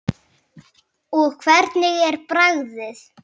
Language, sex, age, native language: Icelandic, male, 8, Icelandic